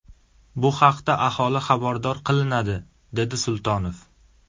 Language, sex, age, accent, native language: Uzbek, male, 18-24, Surxondaryo, Uzbek